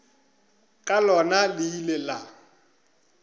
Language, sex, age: Northern Sotho, male, 25